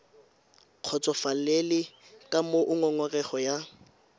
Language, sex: Tswana, female